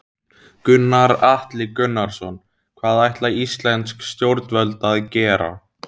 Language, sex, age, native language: Icelandic, male, 17, Icelandic